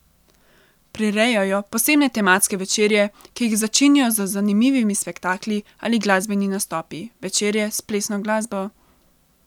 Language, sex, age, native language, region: Slovenian, female, 18-29, Slovenian, Central Slovenia